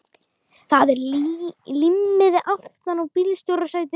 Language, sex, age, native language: Icelandic, other, 12, Icelandic